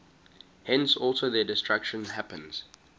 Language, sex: English, male